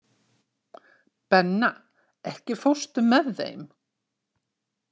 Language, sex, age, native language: Icelandic, female, 60-69, Icelandic